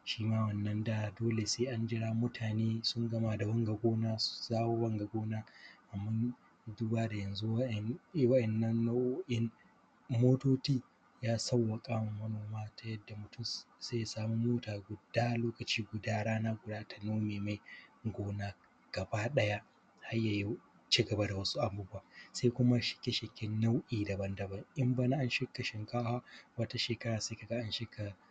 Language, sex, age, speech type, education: Hausa, male, 15-29, spontaneous, primary